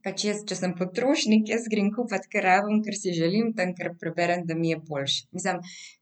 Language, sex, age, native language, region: Slovenian, female, 18-29, Slovenian, Central Slovenia